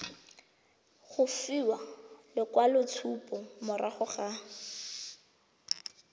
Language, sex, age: Tswana, female, 20